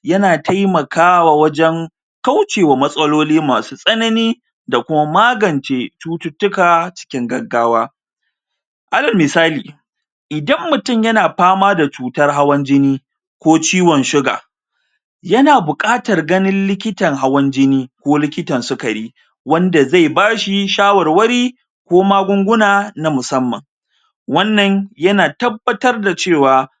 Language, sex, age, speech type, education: Hausa, male, 30-45, spontaneous, tertiary